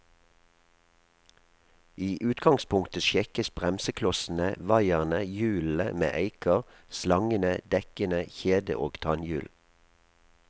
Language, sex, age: Norwegian, male, 37